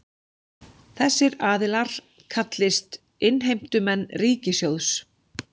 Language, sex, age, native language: Icelandic, female, 40-49, Icelandic